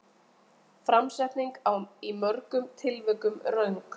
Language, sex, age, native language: Icelandic, female, 20-29, Icelandic